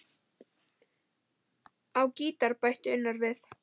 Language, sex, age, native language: Icelandic, female, 10, Icelandic